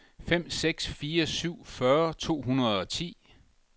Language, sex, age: Danish, male, 62